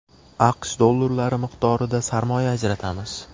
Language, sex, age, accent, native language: Uzbek, male, 18-24, Farg'ona, Uzbek